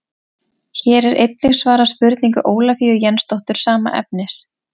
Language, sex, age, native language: Icelandic, female, 20-29, Icelandic